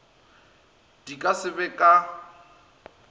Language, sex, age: Northern Sotho, male, 23